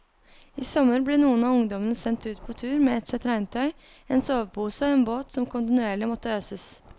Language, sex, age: Norwegian, female, 23